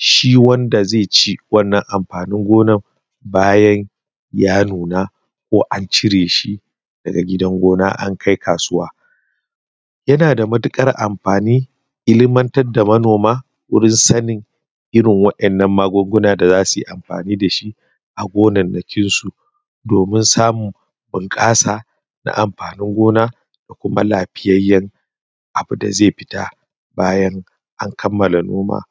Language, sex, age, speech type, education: Hausa, male, 30-45, spontaneous, primary